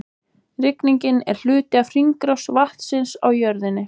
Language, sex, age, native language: Icelandic, male, 20-29, Icelandic